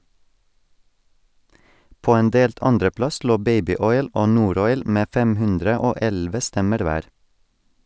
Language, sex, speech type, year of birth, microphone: Norwegian, male, read, 1984, Sennheiser